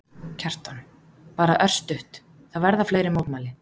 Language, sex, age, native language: Icelandic, female, 30-39, Icelandic